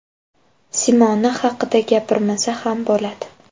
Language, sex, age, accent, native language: Uzbek, female, 25-34, Toshkent viloyati, Uzbek